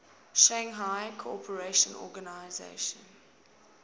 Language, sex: English, female